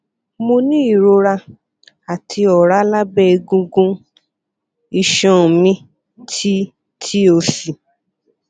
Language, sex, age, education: Yoruba, female, 30-45, tertiary